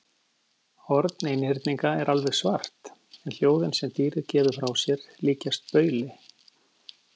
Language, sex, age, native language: Icelandic, male, 50-59, Icelandic